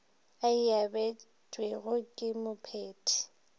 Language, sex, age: Northern Sotho, female, 23